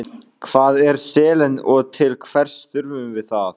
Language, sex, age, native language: Icelandic, male, 18-19, Icelandic